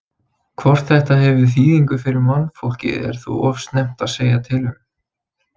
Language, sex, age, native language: Icelandic, male, 20-29, Icelandic